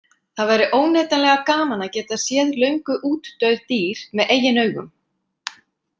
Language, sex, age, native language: Icelandic, female, 50-59, Icelandic